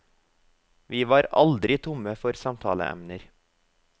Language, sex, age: Norwegian, male, 24